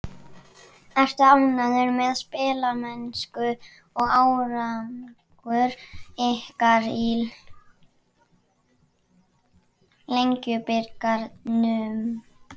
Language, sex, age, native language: Icelandic, male, 11, Icelandic